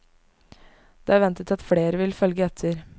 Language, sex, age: Norwegian, female, 19